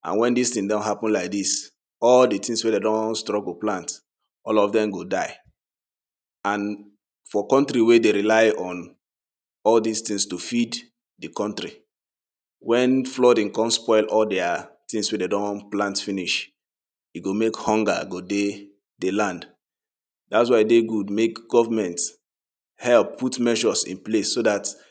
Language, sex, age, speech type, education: Nigerian Pidgin, male, 30-45, spontaneous, secondary